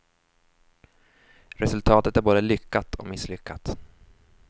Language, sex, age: Swedish, male, 24